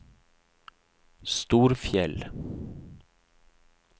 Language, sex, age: Norwegian, male, 31